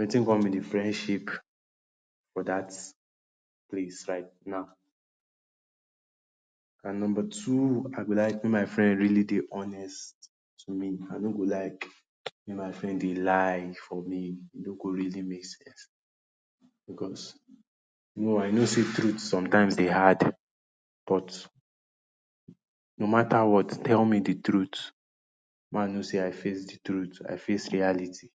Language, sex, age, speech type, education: Nigerian Pidgin, male, 30-45, spontaneous, tertiary